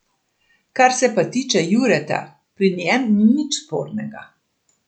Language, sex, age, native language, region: Slovenian, female, 60+, Slovenian, Central Slovenia